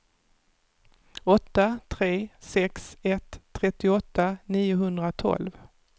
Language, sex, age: Swedish, female, 48